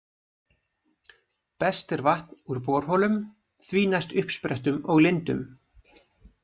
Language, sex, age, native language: Icelandic, male, 20-29, Icelandic